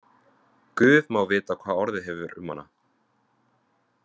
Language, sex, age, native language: Icelandic, male, 20-29, Vietnamese